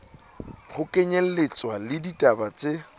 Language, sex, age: Southern Sotho, male, 26